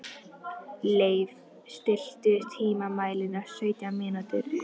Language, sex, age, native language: Icelandic, female, 11, Icelandic